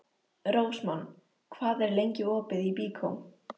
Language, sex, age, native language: Icelandic, female, 13, Icelandic